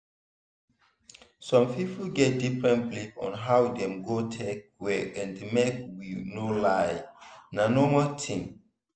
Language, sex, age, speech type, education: Nigerian Pidgin, male, 15-29, spontaneous, tertiary